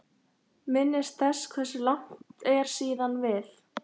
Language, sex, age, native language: Icelandic, female, 13, Icelandic